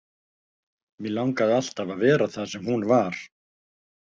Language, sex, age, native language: Icelandic, male, 50-59, Icelandic